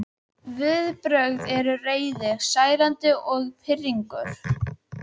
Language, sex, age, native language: Icelandic, female, 12, Icelandic